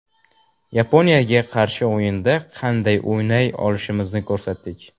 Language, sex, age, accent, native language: Uzbek, male, 12-17, Jizzax, Uzbek